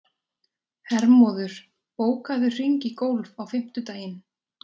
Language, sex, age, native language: Icelandic, female, 20-29, Icelandic